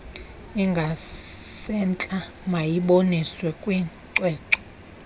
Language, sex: Xhosa, female